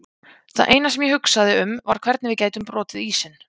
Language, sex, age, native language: Icelandic, female, 20-29, Icelandic